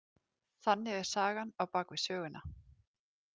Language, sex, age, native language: Icelandic, female, 30-39, Icelandic